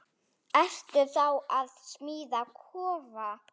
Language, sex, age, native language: Icelandic, female, 7, Icelandic